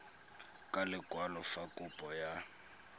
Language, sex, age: Tswana, male, 22